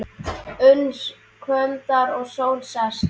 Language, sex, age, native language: Icelandic, male, 10, Icelandic